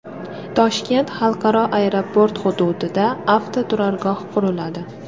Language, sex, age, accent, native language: Uzbek, female, 18-24, Sirdaryo, Uzbek